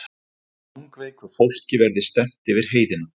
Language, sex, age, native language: Icelandic, male, 40-49, Icelandic